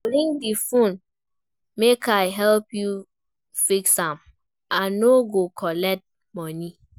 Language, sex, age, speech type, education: Nigerian Pidgin, female, 15-29, read, primary